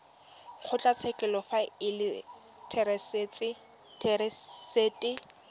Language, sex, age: Tswana, female, 21